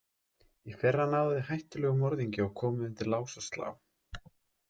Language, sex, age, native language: Icelandic, male, 30-39, Icelandic